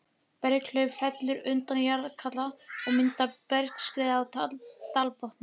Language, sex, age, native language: Icelandic, female, 15, Icelandic